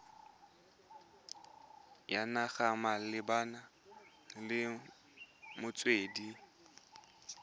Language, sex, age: Tswana, male, 20